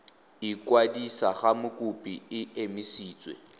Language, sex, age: Tswana, male, 18